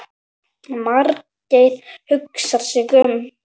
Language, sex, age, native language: Icelandic, male, 7, Icelandic